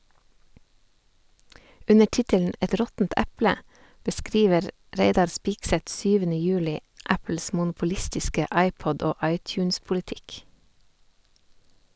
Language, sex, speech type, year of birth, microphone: Norwegian, female, read, 1978, Sennheiser